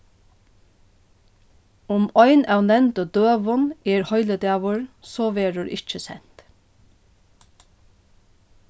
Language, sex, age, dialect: Faroese, female, 36-60, Norðuroyggjar